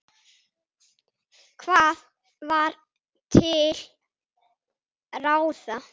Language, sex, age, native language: Icelandic, male, 6, Icelandic